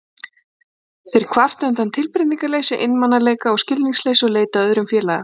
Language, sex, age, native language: Icelandic, female, 40-49, Icelandic